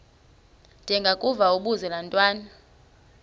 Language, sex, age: Xhosa, female, 33